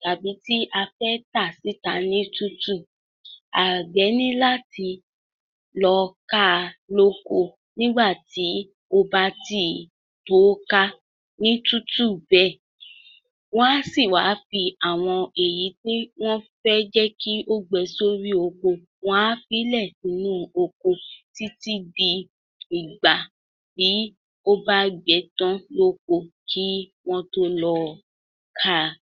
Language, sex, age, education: Yoruba, female, 46-60, tertiary